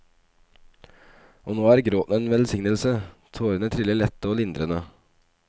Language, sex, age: Norwegian, male, 25